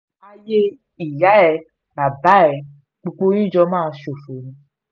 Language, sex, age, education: Yoruba, female, 15-29, tertiary